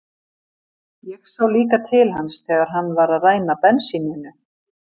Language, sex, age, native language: Icelandic, female, 50-59, Icelandic